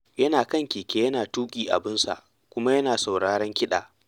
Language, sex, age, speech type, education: Hausa, male, 15-29, read, tertiary